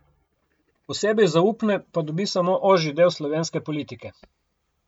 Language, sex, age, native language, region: Slovenian, male, 50-59, Slovenian, Coastal Karst region